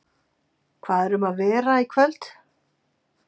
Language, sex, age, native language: Icelandic, female, 50-59, Icelandic